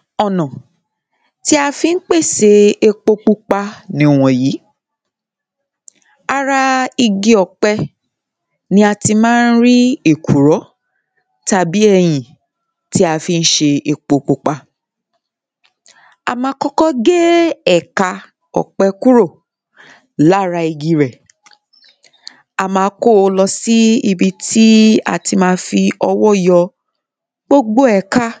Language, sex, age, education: Yoruba, female, 30-45, secondary